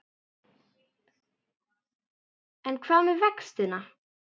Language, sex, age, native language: Icelandic, female, 10, Icelandic